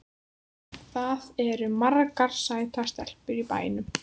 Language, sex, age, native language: Icelandic, female, 14, Icelandic